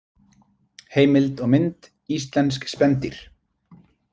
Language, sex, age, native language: Icelandic, male, 20-29, Icelandic